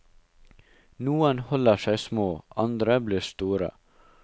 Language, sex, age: Norwegian, male, 19